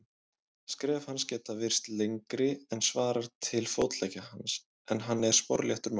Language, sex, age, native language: Icelandic, male, 20-29, Icelandic